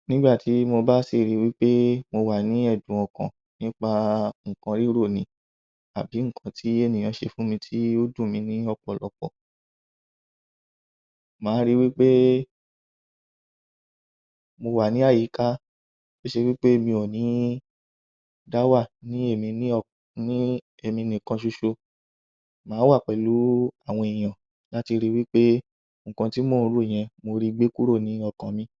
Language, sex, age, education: Yoruba, male, 30-45, tertiary